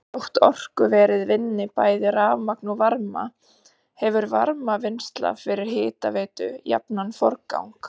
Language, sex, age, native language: Icelandic, female, 30-39, Icelandic